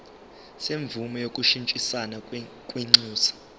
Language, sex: Zulu, male